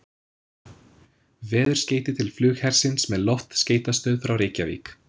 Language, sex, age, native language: Icelandic, male, 20-29, English